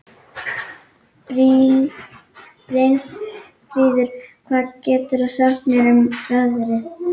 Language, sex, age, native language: Icelandic, female, 12, Icelandic